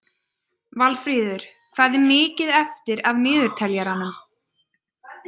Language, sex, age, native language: Icelandic, female, 20-29, Icelandic